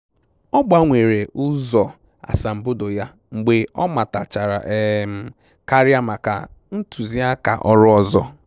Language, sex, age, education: Igbo, male, 15-29, tertiary